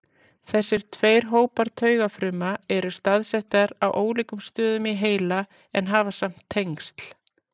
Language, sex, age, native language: Icelandic, female, 40-49, Icelandic